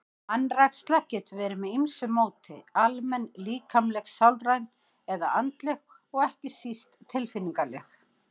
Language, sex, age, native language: Icelandic, female, 50-59, Icelandic